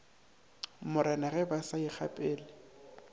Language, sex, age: Northern Sotho, male, 19